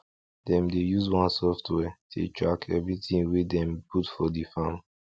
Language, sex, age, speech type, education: Nigerian Pidgin, male, 15-29, spontaneous, tertiary